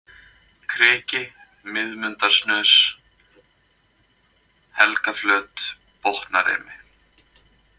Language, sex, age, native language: Icelandic, male, 20-29, Icelandic